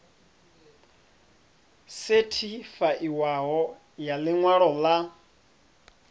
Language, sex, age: Venda, male, 30